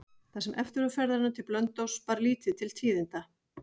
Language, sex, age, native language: Icelandic, female, 40-49, Icelandic